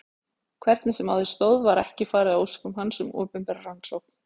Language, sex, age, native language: Icelandic, female, 40-49, Icelandic